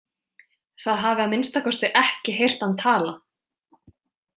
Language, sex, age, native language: Icelandic, female, 20-29, Icelandic